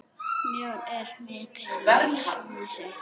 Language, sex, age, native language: Icelandic, female, 9, Icelandic